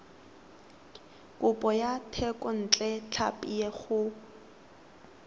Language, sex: Tswana, female